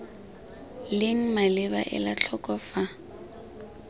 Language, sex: Tswana, female